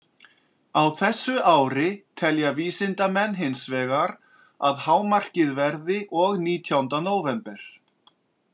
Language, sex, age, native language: Icelandic, male, 40-49, Icelandic